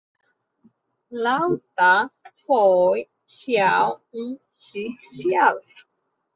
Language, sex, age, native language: Icelandic, female, 30-39, Polish